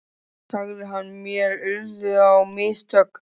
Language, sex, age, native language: Icelandic, male, 13, Icelandic